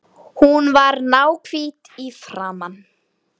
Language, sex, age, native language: Icelandic, female, 9, Icelandic